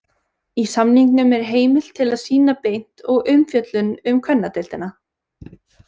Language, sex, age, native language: Icelandic, female, 20-29, Icelandic